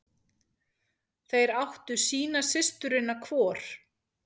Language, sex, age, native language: Icelandic, female, 40-49, Icelandic